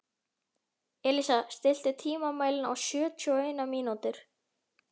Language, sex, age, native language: Icelandic, male, 11, Icelandic